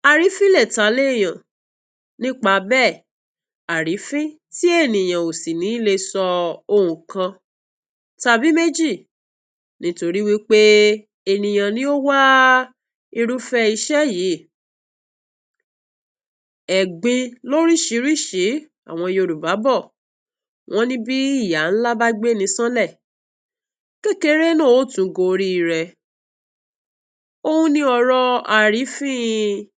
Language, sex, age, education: Yoruba, female, 46-60, tertiary